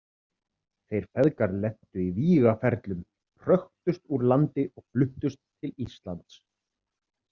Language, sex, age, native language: Icelandic, male, 30-39, Icelandic